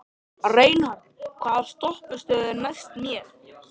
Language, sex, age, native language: Icelandic, male, 13, Icelandic